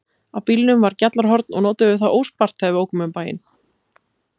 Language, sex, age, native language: Icelandic, female, 30-39, Icelandic